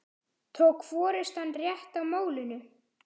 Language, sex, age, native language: Icelandic, male, 10, Icelandic